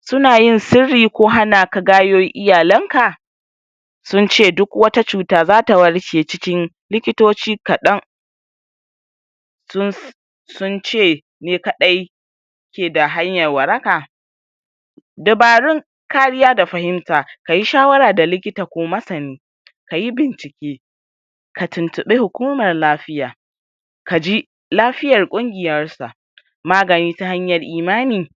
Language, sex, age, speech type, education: Hausa, male, 46-60, spontaneous, tertiary